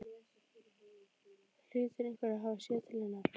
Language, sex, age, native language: Icelandic, female, 12, Icelandic